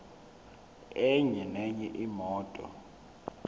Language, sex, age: Zulu, male, 21